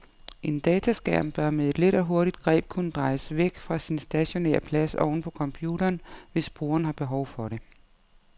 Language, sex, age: Danish, female, 55